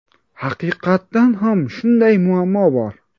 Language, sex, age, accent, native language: Uzbek, male, 18-24, Buxoro, Uzbek